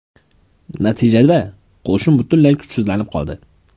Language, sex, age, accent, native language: Uzbek, male, 18-24, Samarqand, Uzbek